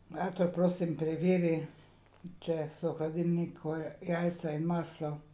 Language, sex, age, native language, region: Slovenian, female, 60+, Slovenian, Savinja region